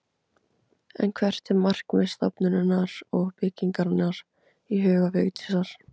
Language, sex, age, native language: Icelandic, female, 17, Icelandic